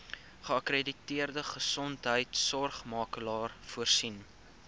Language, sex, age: Afrikaans, male, 19